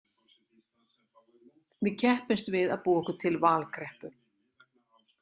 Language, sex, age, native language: Icelandic, female, 60-69, Icelandic